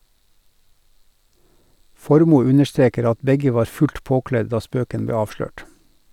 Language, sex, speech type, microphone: Norwegian, male, read, Sennheiser